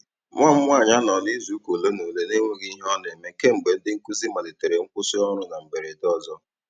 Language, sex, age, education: Igbo, male, 30-45, tertiary